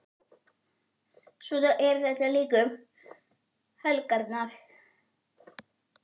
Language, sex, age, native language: Icelandic, female, 11, Icelandic